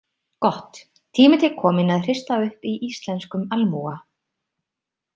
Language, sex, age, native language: Icelandic, female, 30-39, Icelandic